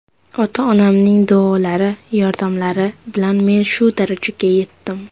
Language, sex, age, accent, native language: Uzbek, female, under 19, Surxondaryo, Uzbek